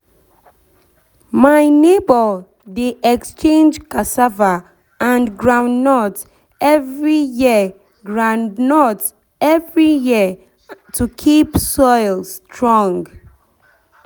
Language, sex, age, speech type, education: Nigerian Pidgin, female, 15-29, spontaneous, tertiary